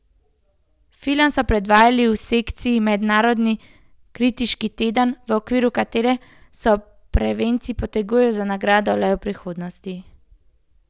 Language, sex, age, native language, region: Slovenian, female, 18-29, Slovenian, Central Slovenia